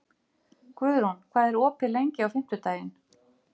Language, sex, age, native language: Icelandic, female, 50-59, Icelandic